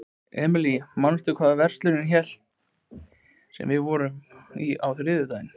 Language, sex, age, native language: Icelandic, male, 20-29, Icelandic